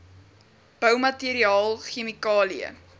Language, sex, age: Afrikaans, female, 21